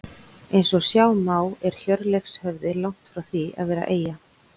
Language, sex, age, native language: Icelandic, female, 40-49, Icelandic